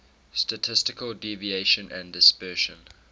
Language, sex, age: English, male, 18